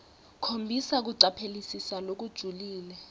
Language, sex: Swati, female